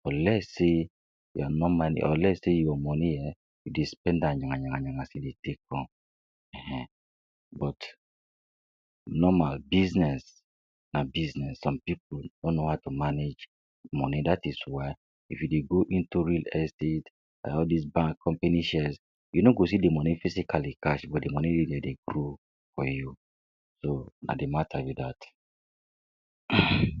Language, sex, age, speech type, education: Nigerian Pidgin, female, 60+, spontaneous, secondary